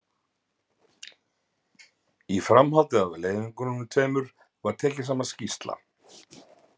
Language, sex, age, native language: Icelandic, male, 50-59, Icelandic